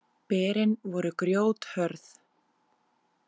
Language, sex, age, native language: Icelandic, female, 30-39, Icelandic